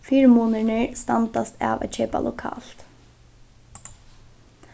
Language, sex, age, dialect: Faroese, female, 15-35, Norðuroyggjar